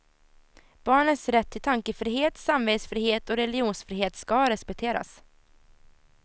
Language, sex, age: Swedish, female, 17